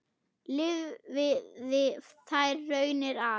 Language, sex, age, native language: Icelandic, female, 8, German